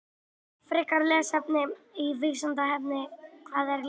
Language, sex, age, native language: Icelandic, male, 18-19, Icelandic